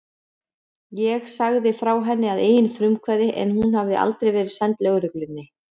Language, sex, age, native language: Icelandic, female, 40-49, Icelandic